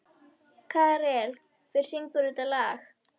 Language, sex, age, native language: Icelandic, female, 21, Icelandic